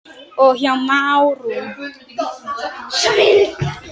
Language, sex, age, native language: Icelandic, female, 10, Icelandic